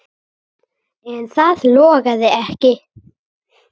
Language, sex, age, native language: Icelandic, male, 8, Icelandic